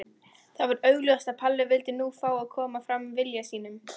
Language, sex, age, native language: Icelandic, female, 20-29, Icelandic